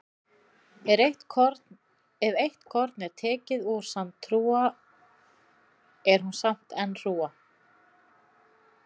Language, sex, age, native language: Icelandic, female, 30-39, Icelandic